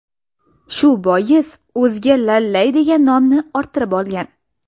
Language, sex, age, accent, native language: Uzbek, female, 19-29, Toshkent viloyati, Russian